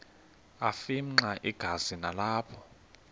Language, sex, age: Xhosa, male, 21